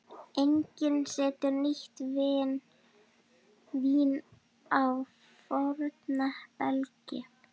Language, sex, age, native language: Icelandic, female, 12, Icelandic